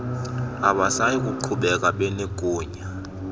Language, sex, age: Xhosa, male, 32